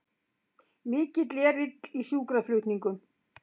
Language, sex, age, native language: Icelandic, female, 60-69, Icelandic